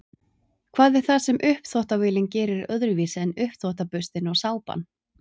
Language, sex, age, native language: Icelandic, female, 30-39, Icelandic